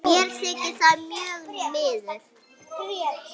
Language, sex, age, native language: Icelandic, female, 6, Icelandic